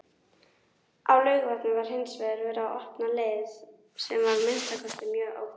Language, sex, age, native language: Icelandic, female, 18-19, Icelandic